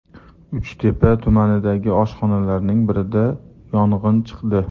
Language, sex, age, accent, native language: Uzbek, male, 35+, Farg'ona, Uzbek